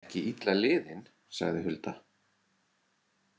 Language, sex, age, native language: Icelandic, male, 40-49, Icelandic